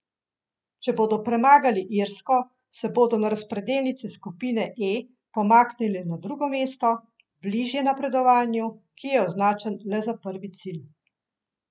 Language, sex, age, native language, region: Slovenian, female, 50-59, Slovenian, Central Slovenia